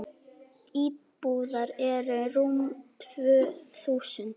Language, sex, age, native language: Icelandic, female, 8, Icelandic